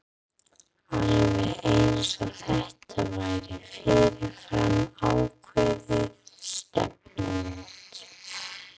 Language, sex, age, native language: Icelandic, female, 30-39, English